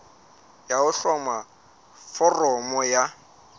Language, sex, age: Southern Sotho, male, 35